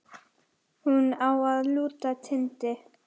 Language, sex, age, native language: Icelandic, female, 10, Icelandic